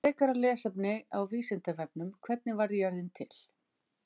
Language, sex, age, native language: Icelandic, female, 50-59, Icelandic